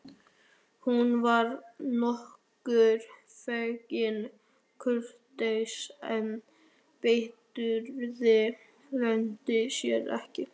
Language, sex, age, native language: Icelandic, male, 13, Icelandic